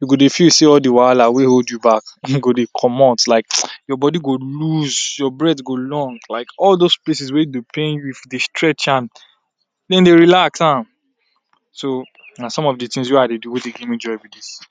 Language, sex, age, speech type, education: Nigerian Pidgin, male, 46-60, spontaneous, tertiary